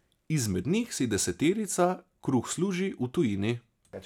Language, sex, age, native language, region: Slovenian, male, 30-49, Slovenian, Savinja region